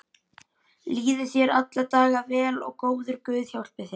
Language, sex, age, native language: Icelandic, male, 11, Icelandic